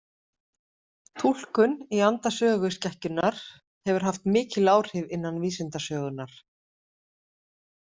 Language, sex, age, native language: Icelandic, female, 50-59, Icelandic